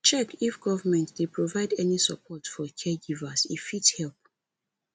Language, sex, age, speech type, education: Nigerian Pidgin, female, 30-45, spontaneous, tertiary